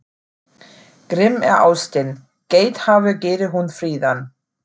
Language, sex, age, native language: Icelandic, female, 40-49, German